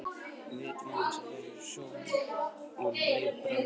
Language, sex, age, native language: Icelandic, male, 20-29, Icelandic